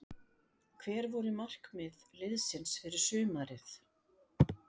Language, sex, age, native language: Icelandic, female, 60-69, Icelandic